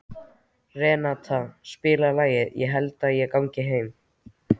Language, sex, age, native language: Icelandic, male, 13, Icelandic